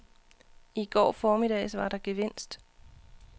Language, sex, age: Danish, female, 39